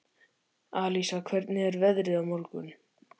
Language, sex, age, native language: Icelandic, male, 13, Icelandic